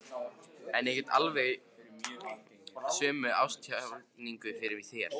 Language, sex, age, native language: Icelandic, male, 15, Icelandic